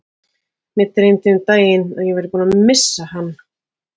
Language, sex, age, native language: Icelandic, female, 40-49, Icelandic